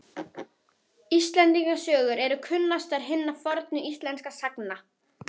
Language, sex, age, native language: Icelandic, female, 11, Icelandic